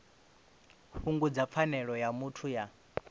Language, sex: Venda, male